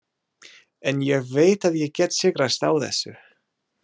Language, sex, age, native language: Icelandic, male, 30-39, English